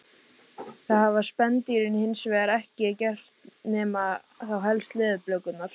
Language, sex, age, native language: Icelandic, female, 18-19, Icelandic